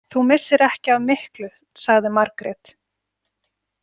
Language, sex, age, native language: Icelandic, female, 40-49, Icelandic